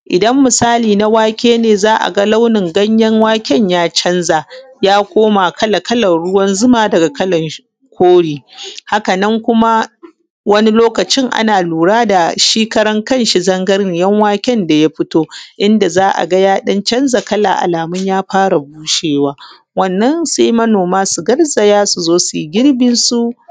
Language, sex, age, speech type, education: Hausa, female, 15-29, spontaneous, tertiary